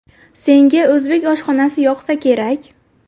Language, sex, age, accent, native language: Uzbek, female, 19-29, Buxoro, Uzbek